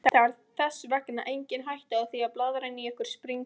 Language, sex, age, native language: Icelandic, female, 20-29, Icelandic